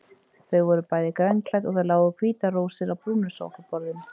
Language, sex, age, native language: Icelandic, female, 30-39, Icelandic